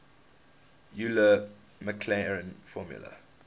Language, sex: English, male